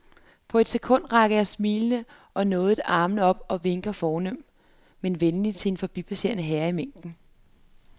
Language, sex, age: Danish, female, 33